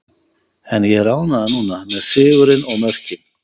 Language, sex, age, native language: Icelandic, male, 50-59, Icelandic